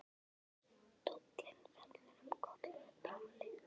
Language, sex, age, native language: Icelandic, female, 11, Icelandic